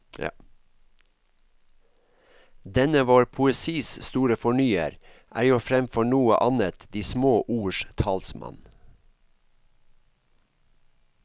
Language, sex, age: Norwegian, male, 54